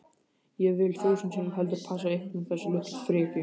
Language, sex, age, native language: Icelandic, male, 18-19, Icelandic